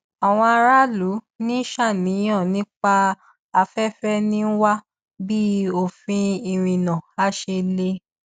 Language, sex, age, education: Yoruba, female, 15-29, tertiary